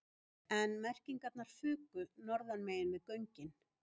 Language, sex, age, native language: Icelandic, female, 50-59, Icelandic